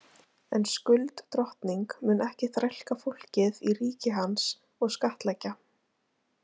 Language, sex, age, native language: Icelandic, female, 20-29, Icelandic